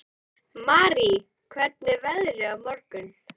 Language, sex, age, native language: Icelandic, female, 12, Icelandic